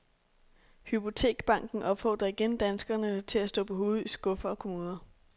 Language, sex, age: Danish, female, 26